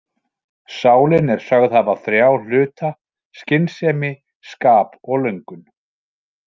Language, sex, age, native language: Icelandic, male, 40-49, Icelandic